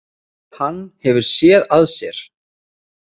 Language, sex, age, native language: Icelandic, male, 30-39, Icelandic